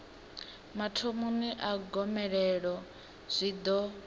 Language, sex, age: Venda, female, 18